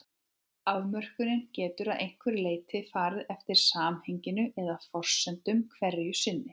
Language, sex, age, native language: Icelandic, female, 18-19, Icelandic